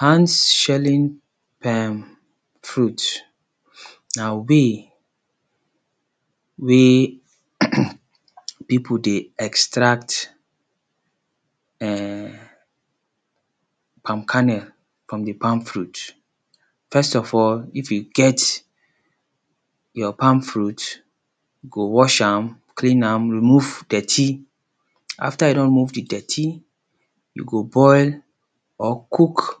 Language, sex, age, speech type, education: Nigerian Pidgin, male, 30-45, spontaneous, secondary